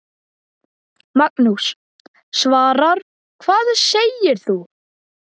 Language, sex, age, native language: Icelandic, male, 10, Icelandic